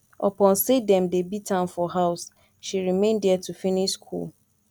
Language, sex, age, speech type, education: Nigerian Pidgin, female, 15-29, spontaneous, tertiary